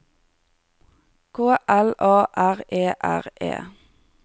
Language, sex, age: Norwegian, female, 30